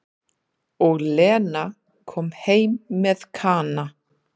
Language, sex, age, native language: Icelandic, female, 30-39, Icelandic